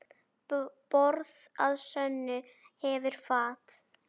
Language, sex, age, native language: Icelandic, female, 10, Icelandic